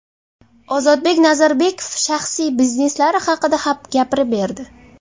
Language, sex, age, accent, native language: Uzbek, female, 18-24, Sirdaryo, Uzbek